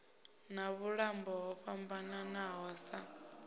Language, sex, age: Venda, female, 19